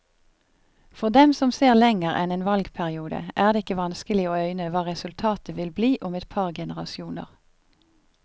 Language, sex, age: Norwegian, female, 50